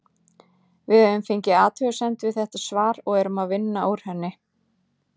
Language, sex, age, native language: Icelandic, female, 30-39, Icelandic